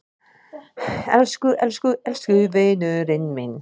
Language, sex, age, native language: Icelandic, female, 30-39, Icelandic